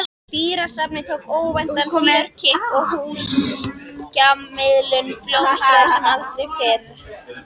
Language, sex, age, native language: Icelandic, male, 13, Icelandic